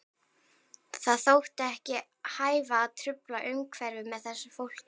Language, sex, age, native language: Icelandic, female, 11, Icelandic